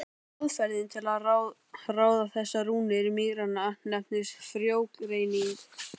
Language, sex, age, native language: Icelandic, male, 12, Icelandic